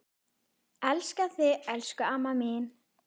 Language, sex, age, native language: Icelandic, female, 10, Icelandic